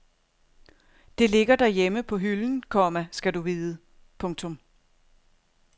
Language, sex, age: Danish, female, 42